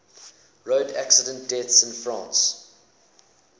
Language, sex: English, male